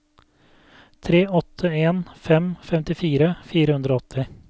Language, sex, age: Norwegian, male, 32